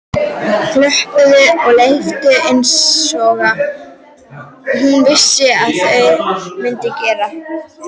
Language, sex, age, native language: Icelandic, female, 12, Icelandic